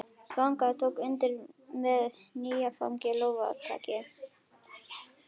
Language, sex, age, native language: Icelandic, female, 11, Icelandic